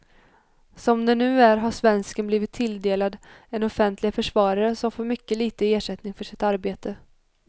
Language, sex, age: Swedish, female, 21